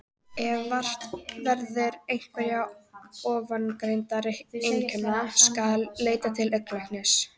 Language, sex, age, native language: Icelandic, female, 18-19, Icelandic